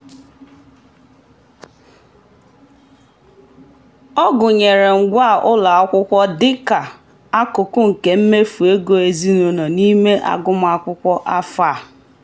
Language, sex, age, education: Igbo, female, 15-29, tertiary